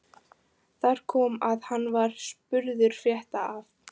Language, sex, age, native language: Icelandic, female, 15, Icelandic